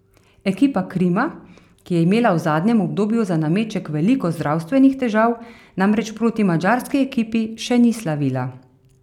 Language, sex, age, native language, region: Slovenian, female, 30-49, Slovenian, Carinthia region